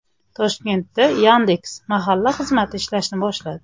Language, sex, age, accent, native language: Uzbek, female, 25-34, Toshkent shahri, Uzbek